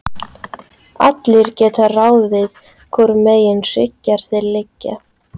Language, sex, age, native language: Icelandic, female, 13, Icelandic